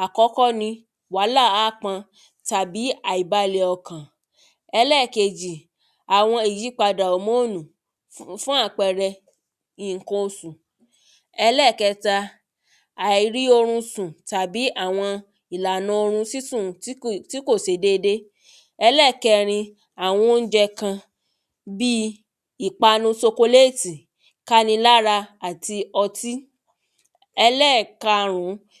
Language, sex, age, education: Yoruba, female, 30-45, tertiary